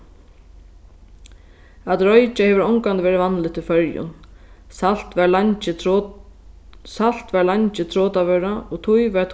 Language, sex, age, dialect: Faroese, female, 15-35, Sandoy